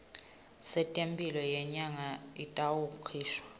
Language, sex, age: Swati, female, 21